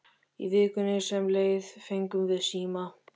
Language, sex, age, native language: Icelandic, male, 13, Icelandic